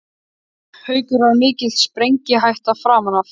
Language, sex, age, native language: Icelandic, male, 13, Icelandic